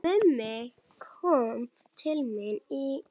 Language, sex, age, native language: Icelandic, female, 7, Icelandic